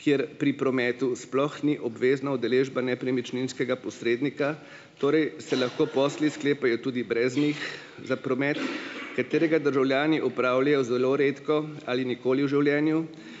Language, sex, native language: Slovenian, male, Slovenian